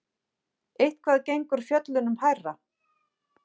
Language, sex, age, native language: Icelandic, female, 40-49, Icelandic